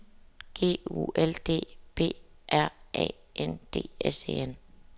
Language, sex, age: Danish, female, 27